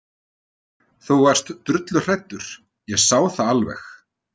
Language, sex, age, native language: Icelandic, male, 30-39, Icelandic